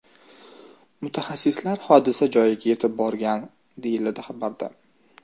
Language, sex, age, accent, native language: Uzbek, male, 18-24, Toshkent shahri, Uzbek